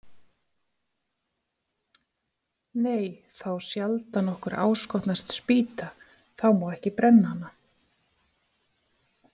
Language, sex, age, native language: Icelandic, female, 50-59, Icelandic